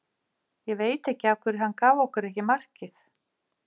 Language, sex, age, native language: Icelandic, female, 50-59, Icelandic